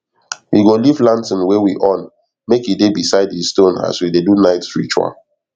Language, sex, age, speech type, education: Nigerian Pidgin, male, 15-29, spontaneous, tertiary